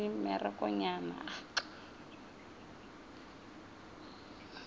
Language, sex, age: Northern Sotho, female, 30